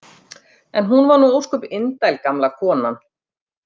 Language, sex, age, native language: Icelandic, female, 50-59, Icelandic